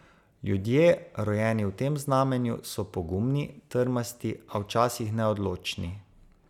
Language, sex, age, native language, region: Slovenian, male, 30-49, Slovenian, Savinja region